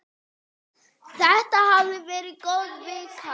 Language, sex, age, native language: Icelandic, female, 8, Icelandic